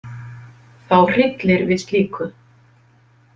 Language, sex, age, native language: Icelandic, female, 50-59, Icelandic